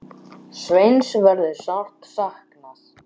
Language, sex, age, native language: Icelandic, male, 10, Icelandic